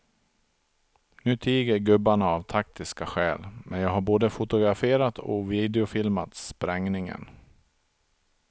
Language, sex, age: Swedish, male, 42